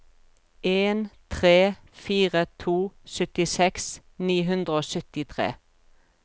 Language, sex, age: Norwegian, female, 42